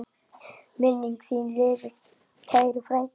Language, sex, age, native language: Icelandic, male, 10, Icelandic